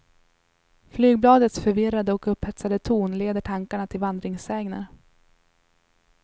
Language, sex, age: Swedish, female, 21